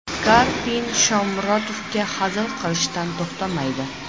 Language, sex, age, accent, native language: Uzbek, female, 25-34, Jizzax, Uzbek